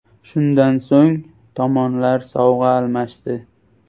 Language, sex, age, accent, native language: Uzbek, male, 18-24, Andijon, Uzbek